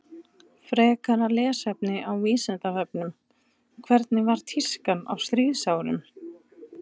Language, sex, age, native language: Icelandic, female, 20-29, Icelandic